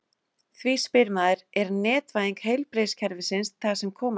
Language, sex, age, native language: Icelandic, female, 30-39, Icelandic